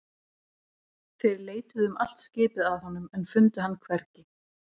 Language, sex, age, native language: Icelandic, female, 30-39, Icelandic